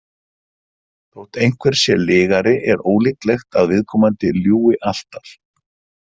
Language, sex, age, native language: Icelandic, male, 50-59, Icelandic